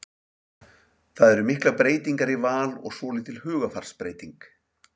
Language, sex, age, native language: Icelandic, male, 50-59, Icelandic